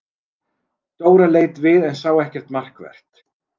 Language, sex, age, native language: Icelandic, male, 40-49, Icelandic